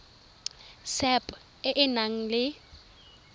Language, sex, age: Tswana, female, 23